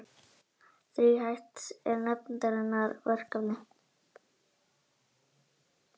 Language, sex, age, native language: Icelandic, male, 18-19, Icelandic